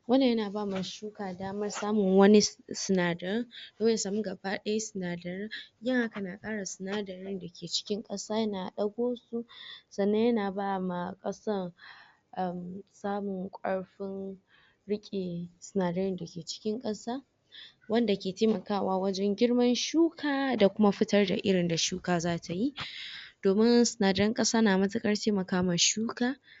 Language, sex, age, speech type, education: Hausa, female, 46-60, spontaneous, tertiary